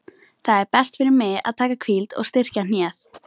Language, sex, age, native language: Icelandic, female, 18-19, Icelandic